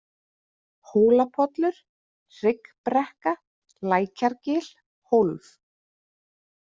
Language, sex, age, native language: Icelandic, female, 30-39, Icelandic